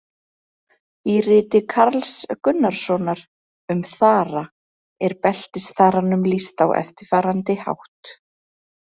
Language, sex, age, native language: Icelandic, female, 30-39, Icelandic